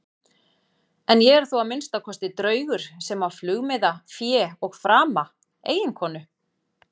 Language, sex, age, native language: Icelandic, female, 40-49, Icelandic